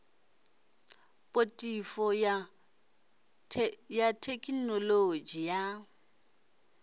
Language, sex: Venda, male